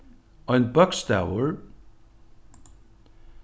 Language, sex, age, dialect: Faroese, male, 61+, Norðuroyggjar